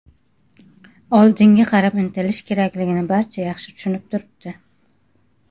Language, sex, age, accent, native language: Uzbek, female, 30-39, Qashqadaryo, Uzbek